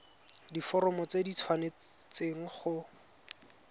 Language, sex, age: Tswana, male, 20